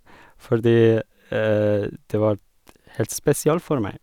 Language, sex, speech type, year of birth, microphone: Norwegian, male, spontaneous, 1981, Sennheiser